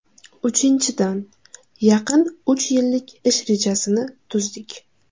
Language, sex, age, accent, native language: Uzbek, female, 18-24, Jizzax, Uzbek